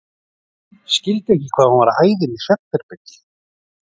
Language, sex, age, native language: Icelandic, male, 40-49, Icelandic